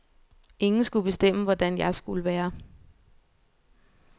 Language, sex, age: Danish, female, 24